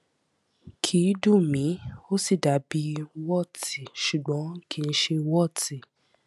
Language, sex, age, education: Yoruba, female, 15-29, tertiary